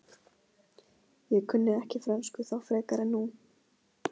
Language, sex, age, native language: Icelandic, female, 15, Icelandic